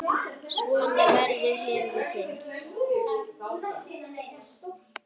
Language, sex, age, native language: Icelandic, male, 10, Icelandic